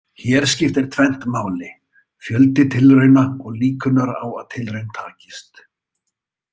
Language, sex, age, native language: Icelandic, male, 30-39, Icelandic